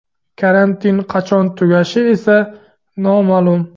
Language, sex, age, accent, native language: Uzbek, male, 18-24, Surxondaryo, Uzbek